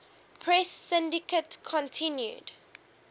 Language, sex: English, female